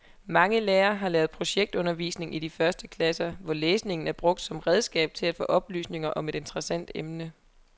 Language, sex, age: Danish, female, 23